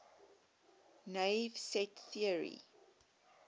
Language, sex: English, female